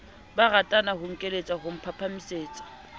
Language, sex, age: Southern Sotho, female, 27